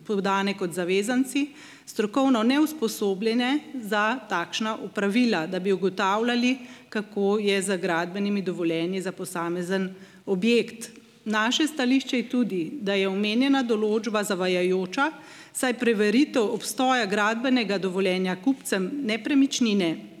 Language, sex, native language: Slovenian, female, Slovenian